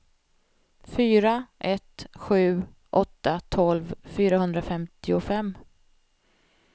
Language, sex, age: Swedish, female, 45